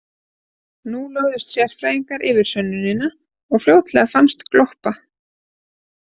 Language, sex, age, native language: Icelandic, female, 30-39, Icelandic